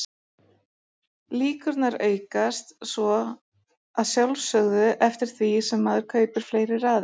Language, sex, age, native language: Icelandic, female, 40-49, Icelandic